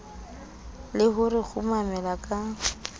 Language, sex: Southern Sotho, female